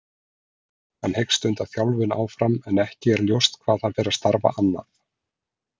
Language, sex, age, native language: Icelandic, male, 40-49, Icelandic